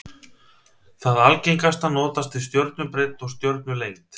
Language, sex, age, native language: Icelandic, male, 30-39, Icelandic